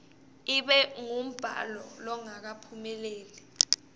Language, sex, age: Swati, female, 18